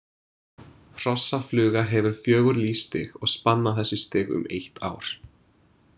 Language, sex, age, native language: Icelandic, male, 20-29, English